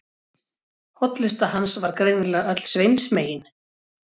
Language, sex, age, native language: Icelandic, female, 40-49, Icelandic